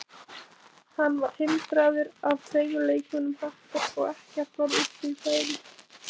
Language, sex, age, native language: Icelandic, female, 20-29, Icelandic